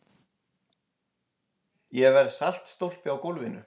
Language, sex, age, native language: Icelandic, male, 20-29, Icelandic